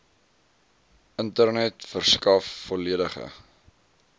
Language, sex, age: Afrikaans, male, 20